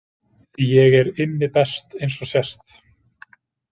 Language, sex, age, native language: Icelandic, male, 20-29, Icelandic